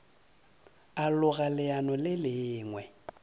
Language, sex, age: Northern Sotho, male, 30